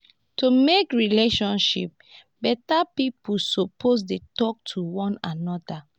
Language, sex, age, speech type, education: Nigerian Pidgin, female, 15-29, spontaneous, tertiary